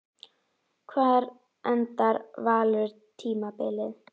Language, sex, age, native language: Icelandic, female, 11, Icelandic